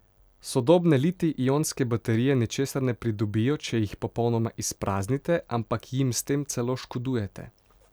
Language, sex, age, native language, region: Slovenian, male, 18-29, Slovenian, Pomurje region